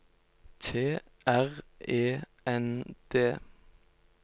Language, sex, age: Norwegian, male, 29